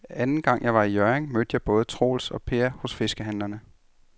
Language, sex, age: Danish, male, 33